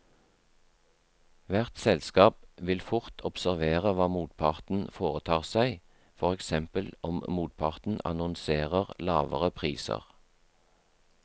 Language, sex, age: Norwegian, male, 43